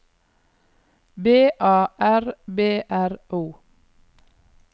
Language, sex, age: Norwegian, female, 39